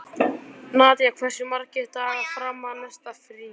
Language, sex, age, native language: Icelandic, male, 12, Icelandic